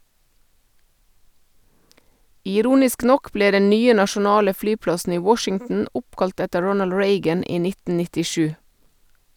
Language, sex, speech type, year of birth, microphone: Norwegian, female, read, 1972, Sennheiser